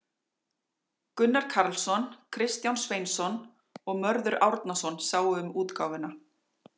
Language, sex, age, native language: Icelandic, female, 40-49, Icelandic